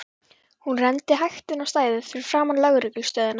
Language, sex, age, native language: Icelandic, female, 12, Icelandic